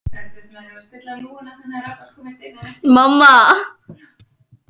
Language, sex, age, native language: Icelandic, female, 10, Icelandic